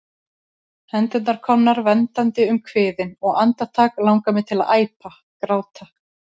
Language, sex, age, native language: Icelandic, female, 30-39, Icelandic